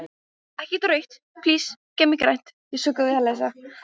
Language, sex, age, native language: Icelandic, female, 13, Icelandic